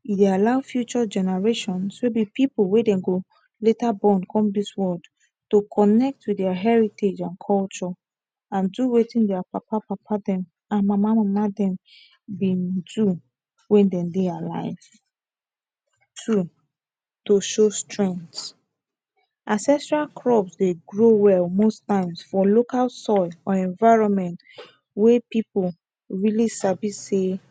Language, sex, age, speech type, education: Nigerian Pidgin, female, 15-29, spontaneous, tertiary